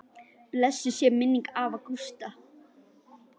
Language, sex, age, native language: Icelandic, female, 10, Icelandic